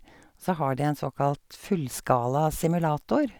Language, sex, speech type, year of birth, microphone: Norwegian, female, spontaneous, 1951, Sennheiser